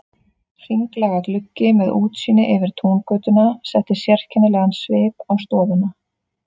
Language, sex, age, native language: Icelandic, female, 30-39, Icelandic